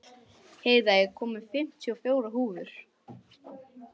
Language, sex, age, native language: Icelandic, male, 11, English